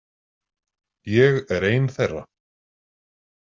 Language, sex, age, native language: Icelandic, male, 40-49, Icelandic